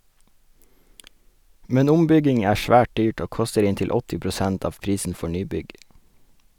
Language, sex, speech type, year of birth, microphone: Norwegian, male, read, 1981, Sennheiser